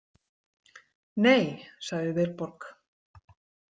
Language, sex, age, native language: Icelandic, female, 40-49, Icelandic